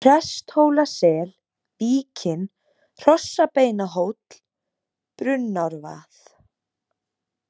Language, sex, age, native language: Icelandic, female, 20-29, Icelandic